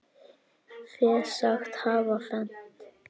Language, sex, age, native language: Icelandic, female, 9, Icelandic